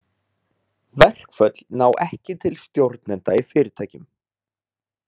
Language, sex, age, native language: Icelandic, male, 30-39, Icelandic